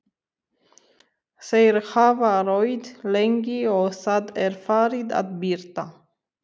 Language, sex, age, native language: Icelandic, female, 30-39, Romanian